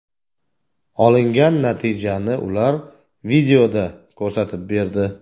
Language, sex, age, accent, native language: Uzbek, male, 40-49, Toshkent viloyati, Uzbek